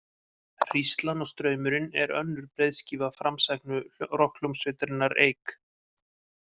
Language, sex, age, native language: Icelandic, male, 50-59, Icelandic